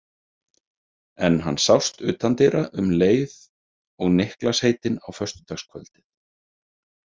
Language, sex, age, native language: Icelandic, male, 30-39, Icelandic